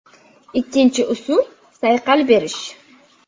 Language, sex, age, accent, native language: Uzbek, female, 25-34, Navoiy, Uzbek